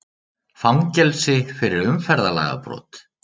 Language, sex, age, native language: Icelandic, male, 30-39, Icelandic